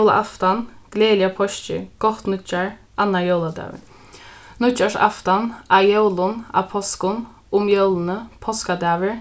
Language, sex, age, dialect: Faroese, female, 15-35, Norðuroyggjar